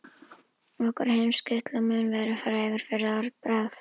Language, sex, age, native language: Icelandic, female, 11, Icelandic